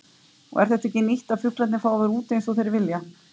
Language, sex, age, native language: Icelandic, female, 50-59, Icelandic